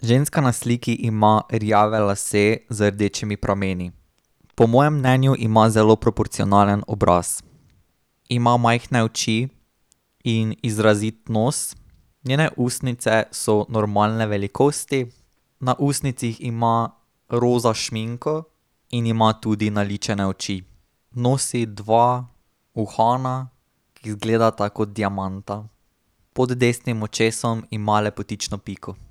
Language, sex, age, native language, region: Slovenian, male, 18-29, Slovenian, Drava region